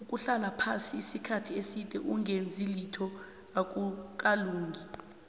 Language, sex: South Ndebele, female